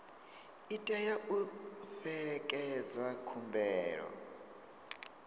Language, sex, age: Venda, male, 22